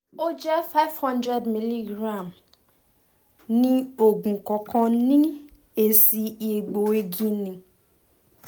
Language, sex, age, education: Yoruba, female, 15-29, tertiary